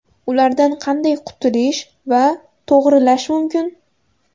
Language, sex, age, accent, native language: Uzbek, female, 18-24, Andijon, Uzbek